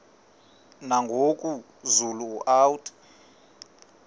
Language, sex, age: Xhosa, male, 38